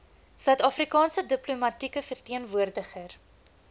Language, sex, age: Afrikaans, female, 20